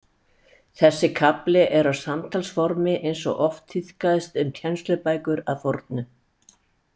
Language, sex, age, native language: Icelandic, female, 60-69, Icelandic